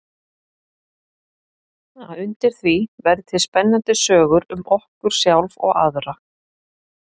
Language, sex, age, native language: Icelandic, female, 50-59, Icelandic